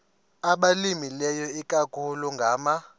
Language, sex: Xhosa, male